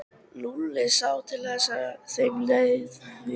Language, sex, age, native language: Icelandic, female, 13, Icelandic